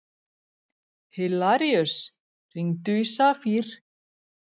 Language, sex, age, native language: Icelandic, female, 40-49, Icelandic